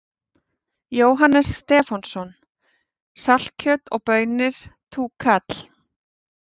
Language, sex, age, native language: Icelandic, female, 40-49, Icelandic